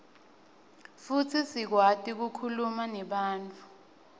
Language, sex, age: Swati, female, 20